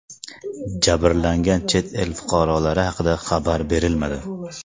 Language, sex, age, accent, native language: Uzbek, male, 19-29, Namangan, Uzbek